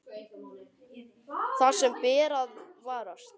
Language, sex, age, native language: Icelandic, male, 10, Icelandic